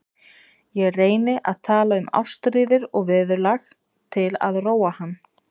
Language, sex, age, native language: Icelandic, female, 20-29, Icelandic